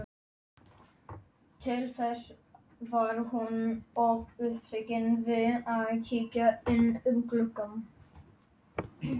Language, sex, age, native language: Icelandic, male, 11, Polish